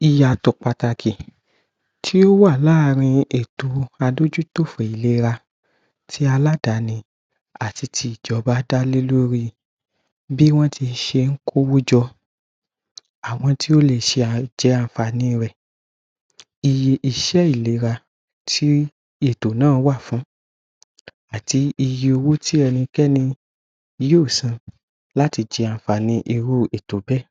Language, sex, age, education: Yoruba, male, 15-29, tertiary